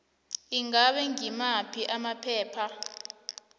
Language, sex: South Ndebele, female